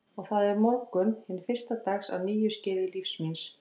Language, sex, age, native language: Icelandic, female, 40-49, Icelandic